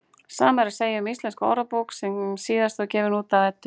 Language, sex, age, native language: Icelandic, female, 18-19, Icelandic